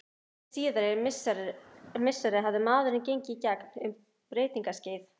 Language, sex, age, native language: Icelandic, male, 11, Icelandic